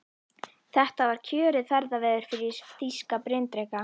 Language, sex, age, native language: Icelandic, female, 11, Icelandic